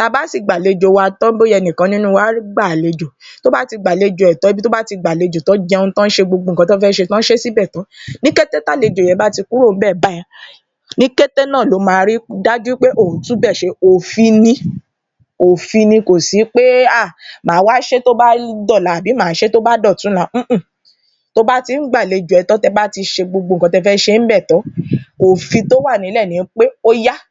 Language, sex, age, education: Yoruba, female, 30-45, tertiary